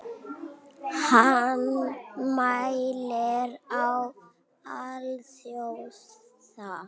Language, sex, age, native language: Icelandic, female, 9, Icelandic